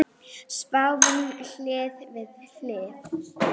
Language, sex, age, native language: Icelandic, female, 9, Icelandic